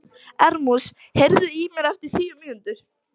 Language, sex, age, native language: Icelandic, female, 13, Icelandic